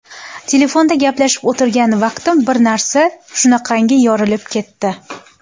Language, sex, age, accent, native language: Uzbek, female, 18-24, Xorazm, Uzbek